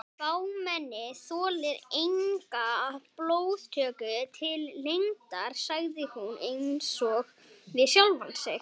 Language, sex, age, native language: Icelandic, female, 70-79, Icelandic